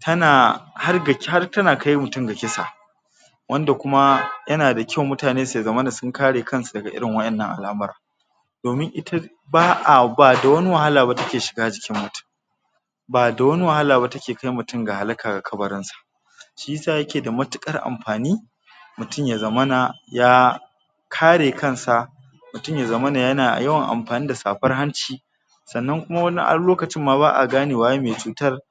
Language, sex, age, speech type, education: Hausa, male, 46-60, spontaneous, tertiary